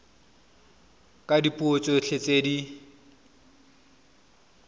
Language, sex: Tswana, male